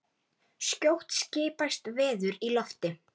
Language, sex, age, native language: Icelandic, female, 10, Icelandic